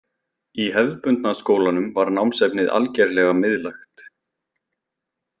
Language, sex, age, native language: Icelandic, male, 20-29, Icelandic